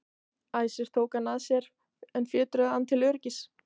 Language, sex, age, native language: Icelandic, female, 18-19, Icelandic